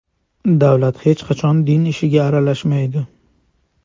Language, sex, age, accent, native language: Uzbek, male, 25-34, Farg'ona, Uzbek